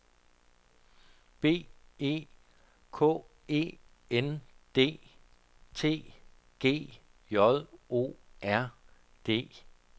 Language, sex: Danish, male